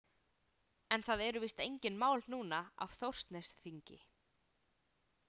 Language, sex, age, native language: Icelandic, female, 18-19, Icelandic